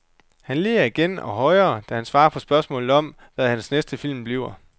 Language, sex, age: Danish, male, 29